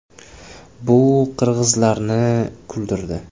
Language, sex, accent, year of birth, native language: Uzbek, male, Jizzax, 2003, Uzbek